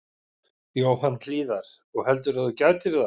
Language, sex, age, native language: Icelandic, male, 50-59, Icelandic